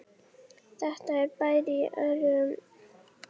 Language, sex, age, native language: Icelandic, female, 11, Icelandic